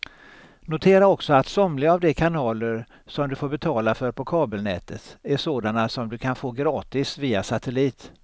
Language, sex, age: Swedish, male, 63